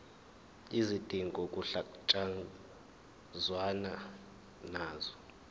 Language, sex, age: Zulu, male, 21